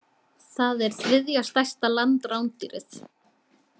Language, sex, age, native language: Icelandic, female, 18-19, Icelandic